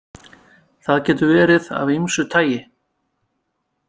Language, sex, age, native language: Icelandic, male, 50-59, Icelandic